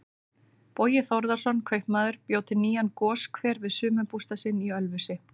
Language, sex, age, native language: Icelandic, female, 30-39, Icelandic